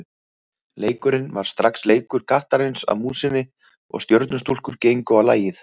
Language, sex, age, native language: Icelandic, male, 30-39, Icelandic